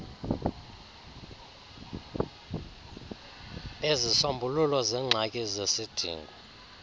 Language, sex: Xhosa, male